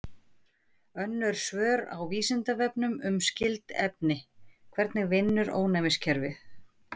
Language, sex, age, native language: Icelandic, female, 50-59, Icelandic